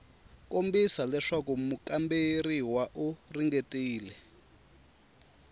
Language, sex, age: Tsonga, male, 24